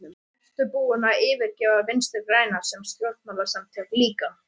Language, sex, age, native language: Icelandic, male, 13, Icelandic